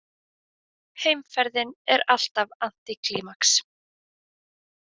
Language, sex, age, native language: Icelandic, female, 20-29, Icelandic